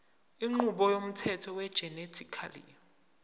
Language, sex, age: Zulu, male, 23